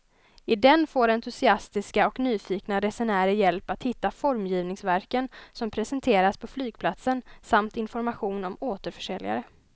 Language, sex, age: Swedish, female, 20